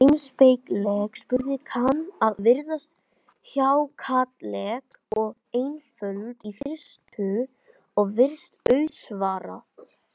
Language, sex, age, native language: Icelandic, male, 20-29, Icelandic